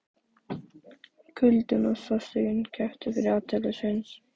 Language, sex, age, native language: Icelandic, male, 12, Icelandic